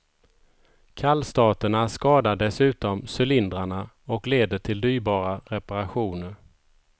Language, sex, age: Swedish, male, 51